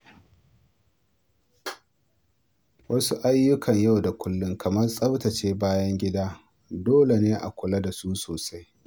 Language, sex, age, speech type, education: Hausa, male, 46-60, read, primary